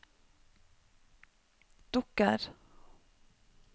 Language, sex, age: Norwegian, female, 45